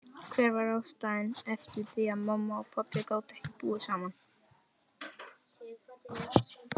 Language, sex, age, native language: Icelandic, male, 18-19, Icelandic